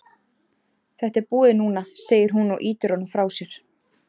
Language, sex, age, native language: Icelandic, female, 30-39, Icelandic